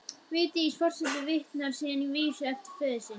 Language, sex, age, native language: Icelandic, female, 12, Icelandic